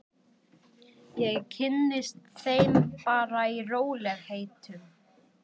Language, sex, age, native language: Icelandic, male, 11, Icelandic